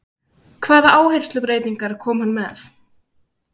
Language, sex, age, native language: Icelandic, female, 16, Icelandic